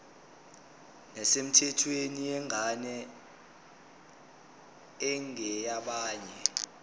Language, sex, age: Zulu, male, 25